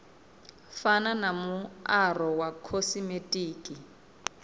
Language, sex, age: Venda, female, 26